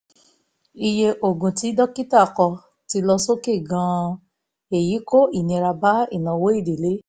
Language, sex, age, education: Yoruba, female, 15-29, tertiary